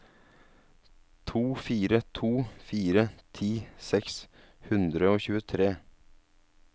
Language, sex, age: Norwegian, male, 27